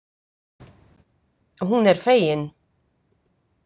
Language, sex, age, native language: Icelandic, female, 50-59, Icelandic